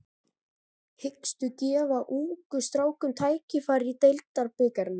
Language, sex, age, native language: Icelandic, male, 13, Icelandic